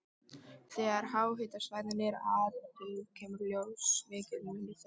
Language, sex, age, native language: Icelandic, female, 13, Icelandic